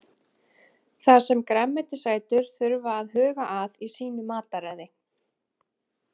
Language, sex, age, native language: Icelandic, female, 20-29, Icelandic